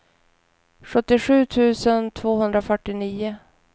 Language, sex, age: Swedish, female, 41